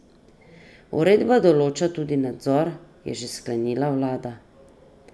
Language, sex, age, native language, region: Slovenian, female, 30-49, Slovenian, Drava region